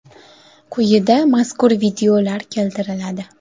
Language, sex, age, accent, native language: Uzbek, female, 19-29, Toshkent viloyati, Uzbek